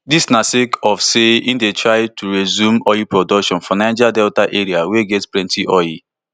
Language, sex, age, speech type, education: Nigerian Pidgin, male, 15-29, spontaneous, tertiary